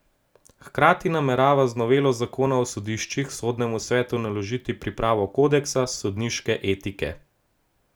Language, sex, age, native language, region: Slovenian, male, 18-29, Slovenian, Gorenjska region